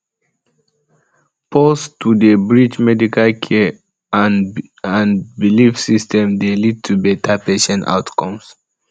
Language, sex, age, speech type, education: Nigerian Pidgin, male, 15-29, spontaneous, tertiary